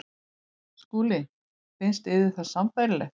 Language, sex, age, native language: Icelandic, female, 18-19, Icelandic